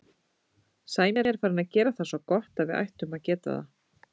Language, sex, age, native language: Icelandic, female, 30-39, Icelandic